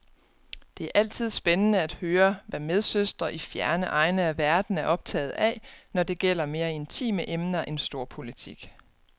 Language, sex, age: Danish, female, 29